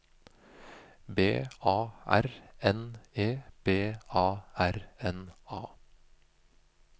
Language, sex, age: Norwegian, male, 25